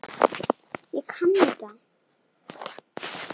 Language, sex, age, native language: Icelandic, female, 7, Icelandic